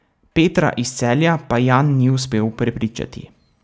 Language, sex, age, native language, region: Slovenian, male, 18-29, Slovenian, Savinja region